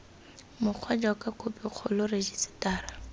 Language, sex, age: Tswana, female, 18